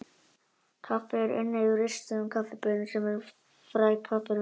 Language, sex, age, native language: Icelandic, male, 18-19, Icelandic